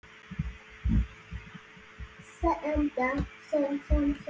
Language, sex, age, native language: Icelandic, male, 10, Icelandic